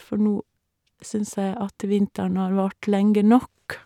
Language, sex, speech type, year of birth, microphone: Norwegian, female, spontaneous, 1962, Shure